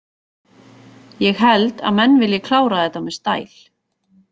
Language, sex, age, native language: Icelandic, female, 40-49, Icelandic